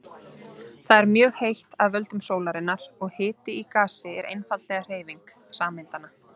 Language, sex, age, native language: Icelandic, female, 30-39, Icelandic